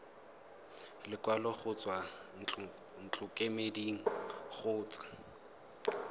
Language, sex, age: Tswana, male, 18